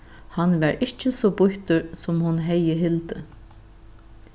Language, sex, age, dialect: Faroese, female, 36-60, Norðuroyggjar